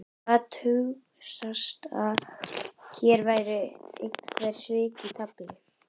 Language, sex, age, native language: Icelandic, female, 11, Icelandic